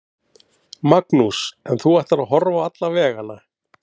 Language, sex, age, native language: Icelandic, male, 50-59, Icelandic